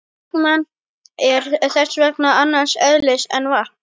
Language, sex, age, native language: Icelandic, male, 40-49, Icelandic